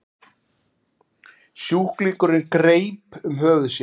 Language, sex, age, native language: Icelandic, male, 40-49, Icelandic